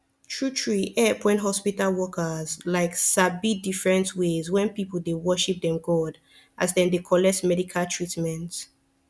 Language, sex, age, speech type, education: Nigerian Pidgin, female, 15-29, spontaneous, tertiary